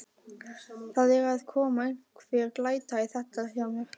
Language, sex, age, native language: Icelandic, male, 12, Icelandic